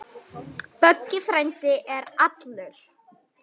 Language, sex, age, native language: Icelandic, female, 9, Icelandic